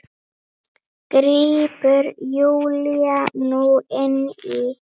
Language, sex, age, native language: Icelandic, female, 9, Icelandic